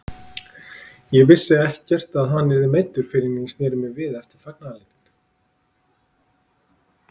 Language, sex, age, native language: Icelandic, male, 30-39, Icelandic